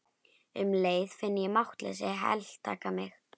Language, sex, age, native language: Icelandic, female, 11, Icelandic